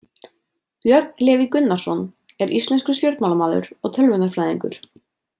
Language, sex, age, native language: Icelandic, female, 30-39, Icelandic